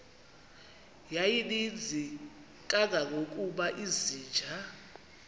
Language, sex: Xhosa, female